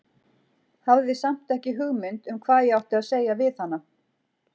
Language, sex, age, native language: Icelandic, female, 40-49, Icelandic